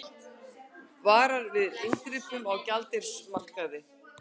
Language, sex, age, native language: Icelandic, female, 60-69, Icelandic